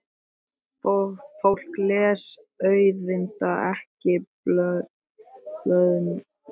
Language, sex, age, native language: Icelandic, male, 13, Icelandic